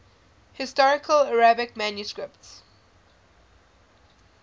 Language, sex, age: English, female, 20